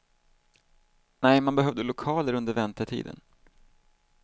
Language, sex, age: Swedish, male, 38